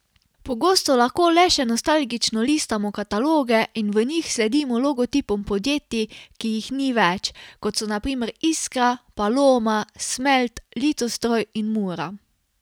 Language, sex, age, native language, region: Slovenian, female, 18-29, Slovenian, Carinthia region